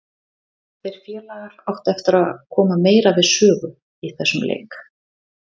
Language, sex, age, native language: Icelandic, female, 30-39, Icelandic